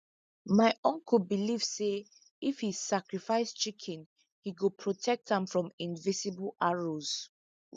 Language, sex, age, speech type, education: Nigerian Pidgin, female, 15-29, spontaneous, tertiary